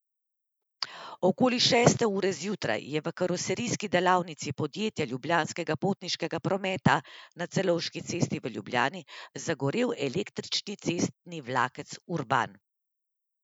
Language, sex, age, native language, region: Slovenian, female, 30-49, Slovenian, Central Slovenia